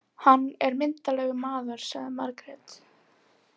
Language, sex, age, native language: Icelandic, female, 18-19, Icelandic